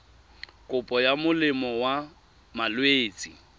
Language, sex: Tswana, male